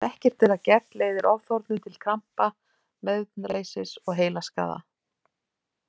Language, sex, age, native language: Icelandic, female, 40-49, Icelandic